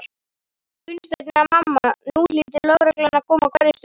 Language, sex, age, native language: Icelandic, male, 18-19, Icelandic